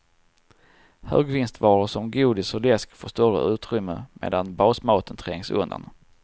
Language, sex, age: Swedish, male, 34